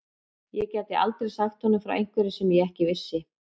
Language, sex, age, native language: Icelandic, female, 40-49, Icelandic